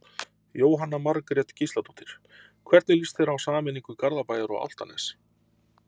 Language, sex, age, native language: Icelandic, male, 30-39, Icelandic